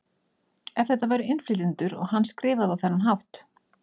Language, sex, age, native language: Icelandic, female, 40-49, Icelandic